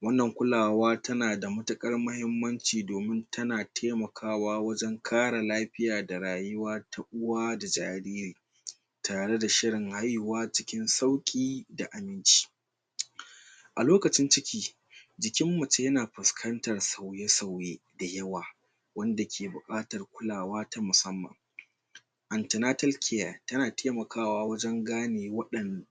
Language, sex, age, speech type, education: Hausa, male, 46-60, spontaneous, tertiary